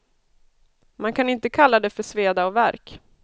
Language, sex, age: Swedish, female, 32